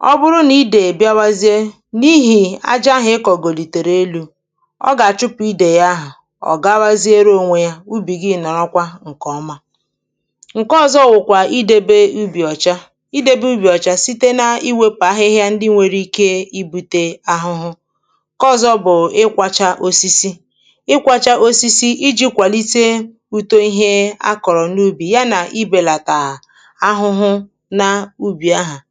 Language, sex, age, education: Igbo, female, 30-45, primary